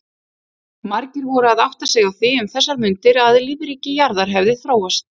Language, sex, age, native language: Icelandic, female, 30-39, Icelandic